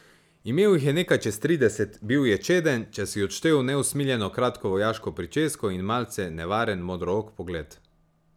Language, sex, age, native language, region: Slovenian, male, 18-29, Slovenian, Savinja region